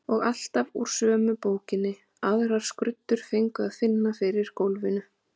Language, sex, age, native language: Icelandic, female, 30-39, Icelandic